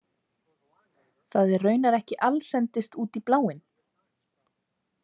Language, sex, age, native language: Icelandic, female, 20-29, Icelandic